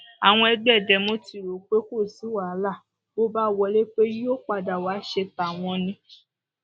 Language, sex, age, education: Yoruba, female, 46-60, secondary